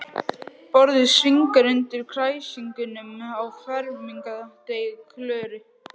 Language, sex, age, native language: Icelandic, other, 11, Icelandic